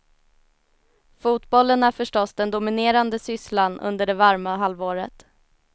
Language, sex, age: Swedish, female, 19